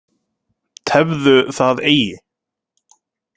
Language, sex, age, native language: Icelandic, male, 30-39, Icelandic